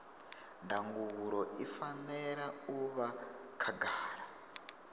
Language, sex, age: Venda, male, 22